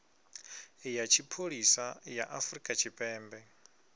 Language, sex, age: Venda, male, 22